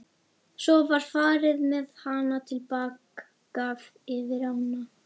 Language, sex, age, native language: Icelandic, female, 11, Icelandic